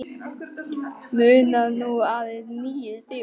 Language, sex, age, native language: Icelandic, male, 9, Icelandic